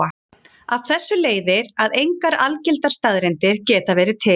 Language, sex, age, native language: Icelandic, female, 40-49, Icelandic